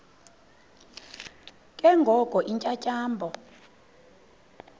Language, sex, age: Xhosa, female, 26